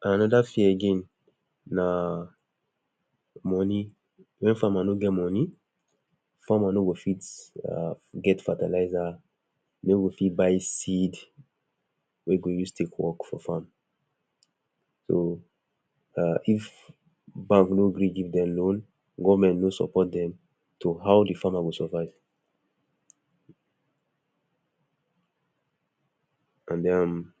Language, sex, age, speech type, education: Nigerian Pidgin, male, 30-45, spontaneous, tertiary